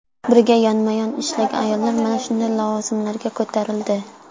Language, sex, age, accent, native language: Uzbek, female, under 19, Sirdaryo, Uzbek